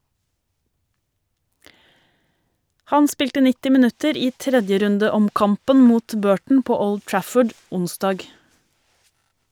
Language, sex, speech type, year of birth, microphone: Norwegian, female, read, 1971, Shure